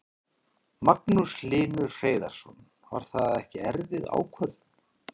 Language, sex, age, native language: Icelandic, male, 40-49, Icelandic